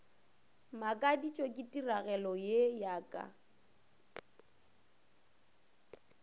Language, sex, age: Northern Sotho, female, 24